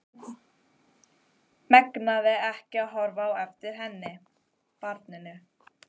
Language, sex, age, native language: Icelandic, female, 12, Icelandic